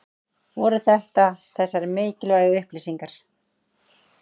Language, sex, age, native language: Icelandic, female, 30-39, Icelandic